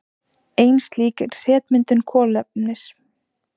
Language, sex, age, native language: Icelandic, female, 18-19, Icelandic